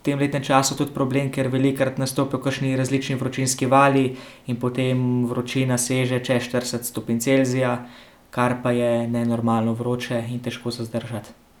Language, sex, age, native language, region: Slovenian, male, 18-29, Slovenian, Central Slovenia